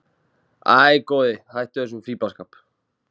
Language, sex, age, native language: Icelandic, male, 30-39, Icelandic